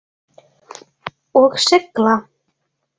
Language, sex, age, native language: Icelandic, other, 18-19, Icelandic